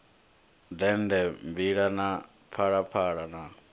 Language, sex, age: Venda, male, 25